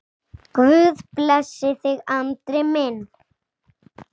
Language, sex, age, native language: Icelandic, female, 6, Icelandic